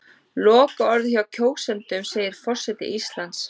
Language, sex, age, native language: Icelandic, female, 30-39, Icelandic